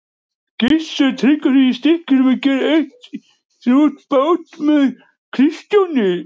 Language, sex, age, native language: Icelandic, male, 40-49, Icelandic